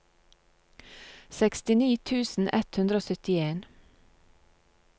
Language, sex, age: Norwegian, female, 35